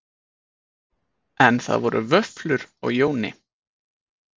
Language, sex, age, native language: Icelandic, male, 20-29, Icelandic